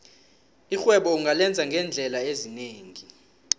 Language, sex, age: South Ndebele, male, 18